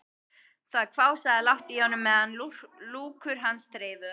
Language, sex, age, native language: Icelandic, female, 12, Icelandic